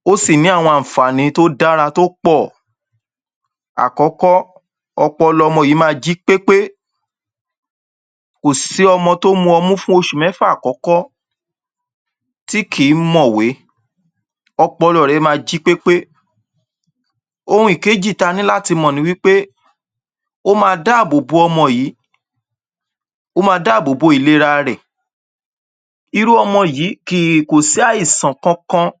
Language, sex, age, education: Yoruba, male, 30-45, tertiary